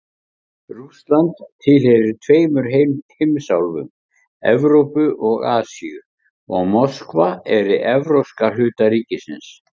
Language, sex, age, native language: Icelandic, male, 50-59, Icelandic